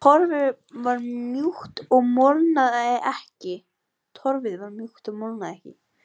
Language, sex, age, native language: Icelandic, female, 18-19, Icelandic